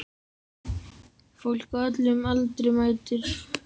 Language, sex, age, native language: Icelandic, female, 7, Icelandic